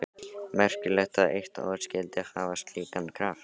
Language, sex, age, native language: Icelandic, male, 13, Icelandic